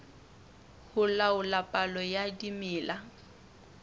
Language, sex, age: Southern Sotho, female, 21